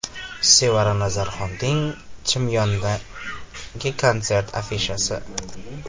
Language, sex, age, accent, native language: Uzbek, male, 18-24, Farg'ona, Uzbek